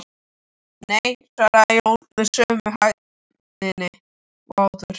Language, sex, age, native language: Icelandic, other, 13, Icelandic